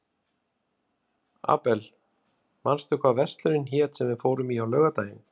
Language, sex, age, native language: Icelandic, male, 50-59, Icelandic